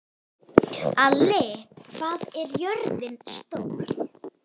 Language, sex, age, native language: Icelandic, female, 18-19, Icelandic